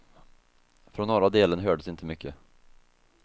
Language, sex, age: Swedish, male, 24